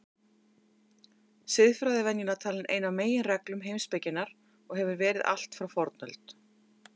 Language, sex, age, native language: Icelandic, female, 50-59, Icelandic